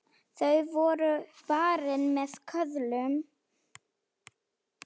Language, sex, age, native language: Icelandic, female, 8, Slovak